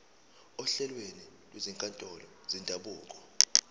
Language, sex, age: Zulu, male, 19